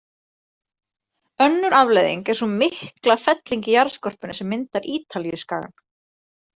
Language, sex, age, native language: Icelandic, female, 30-39, Icelandic